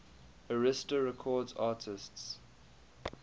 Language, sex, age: English, male, 22